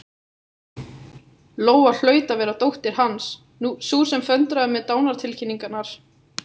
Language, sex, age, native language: Icelandic, female, 18-19, Icelandic